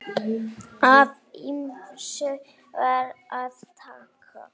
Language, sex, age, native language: Icelandic, female, 8, Icelandic